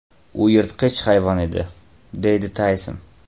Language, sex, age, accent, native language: Uzbek, male, 18-24, Farg'ona, Uzbek